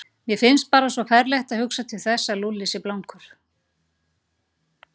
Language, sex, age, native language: Icelandic, female, 40-49, Icelandic